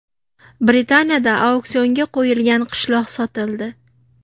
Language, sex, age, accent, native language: Uzbek, female, 18-24, Namangan, Uzbek